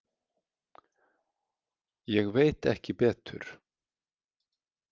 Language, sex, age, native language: Icelandic, male, 50-59, Icelandic